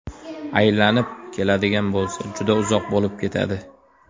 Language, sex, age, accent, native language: Uzbek, male, 19-29, Toshkent viloyati, Uzbek